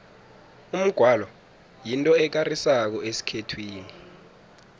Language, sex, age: South Ndebele, male, 19